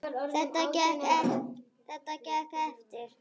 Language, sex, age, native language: Icelandic, female, 8, Icelandic